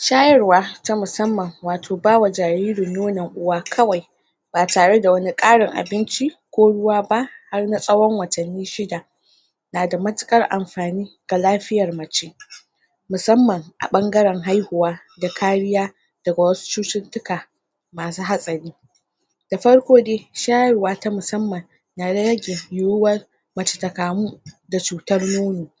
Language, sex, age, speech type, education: Hausa, female, 30-45, spontaneous, tertiary